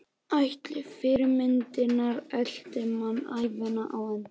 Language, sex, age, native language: Icelandic, male, 12, Icelandic